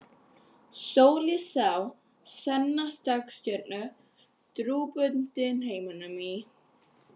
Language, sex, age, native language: Icelandic, female, 11, Icelandic